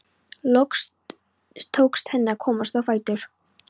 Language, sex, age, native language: Icelandic, female, 13, Polish